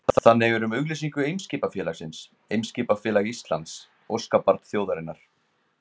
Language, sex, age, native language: Icelandic, male, 20-29, Icelandic